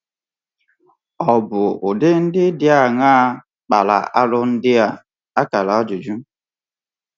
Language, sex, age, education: Igbo, male, 15-29, tertiary